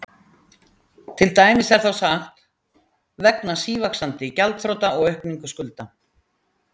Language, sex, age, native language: Icelandic, female, 60-69, Icelandic